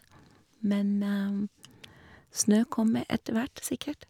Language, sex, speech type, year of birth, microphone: Norwegian, female, spontaneous, 1961, Shure